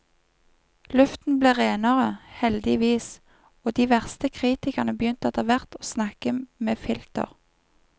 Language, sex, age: Norwegian, female, 31